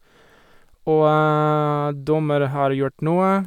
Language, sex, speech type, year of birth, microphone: Norwegian, male, spontaneous, 1978, Sennheiser